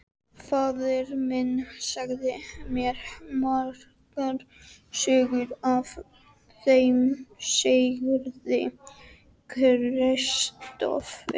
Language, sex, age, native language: Icelandic, male, 12, Icelandic